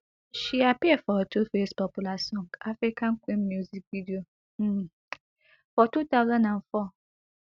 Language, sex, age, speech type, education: Nigerian Pidgin, female, 15-29, spontaneous, tertiary